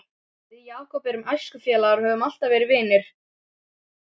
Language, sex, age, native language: Icelandic, other, 12, Icelandic